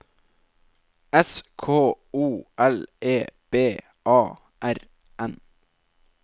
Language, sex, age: Norwegian, male, 27